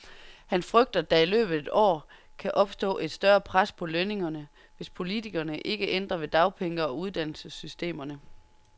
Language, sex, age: Danish, female, 30